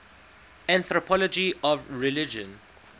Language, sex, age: English, male, 19